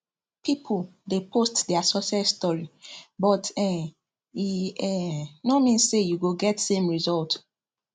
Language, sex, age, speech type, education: Nigerian Pidgin, female, 15-29, spontaneous, tertiary